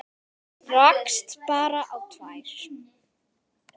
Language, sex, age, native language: Icelandic, female, 10, Icelandic